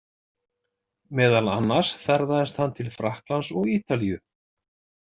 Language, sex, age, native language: Icelandic, male, 60-69, Icelandic